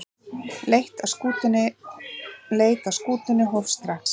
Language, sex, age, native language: Icelandic, female, 40-49, Icelandic